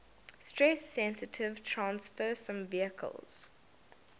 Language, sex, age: English, female, 19